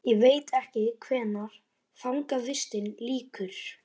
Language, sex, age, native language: Icelandic, male, 12, Icelandic